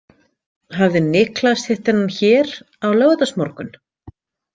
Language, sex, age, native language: Icelandic, female, 50-59, Icelandic